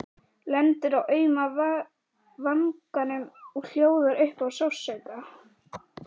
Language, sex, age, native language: Icelandic, female, 11, Icelandic